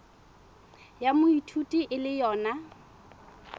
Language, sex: Southern Sotho, female